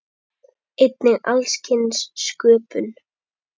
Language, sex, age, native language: Icelandic, male, 10, Icelandic